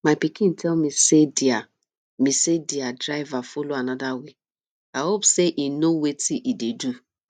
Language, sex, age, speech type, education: Nigerian Pidgin, female, 30-45, spontaneous, tertiary